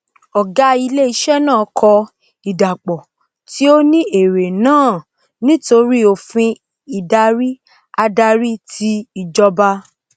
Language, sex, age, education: Yoruba, female, 30-45, tertiary